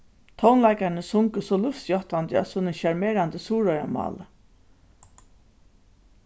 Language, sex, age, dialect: Faroese, female, 36-60, Suðurstreymoy